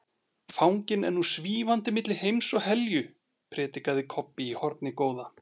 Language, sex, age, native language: Icelandic, male, 40-49, Icelandic